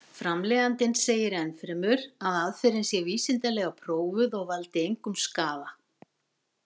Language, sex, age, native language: Icelandic, female, 60-69, Icelandic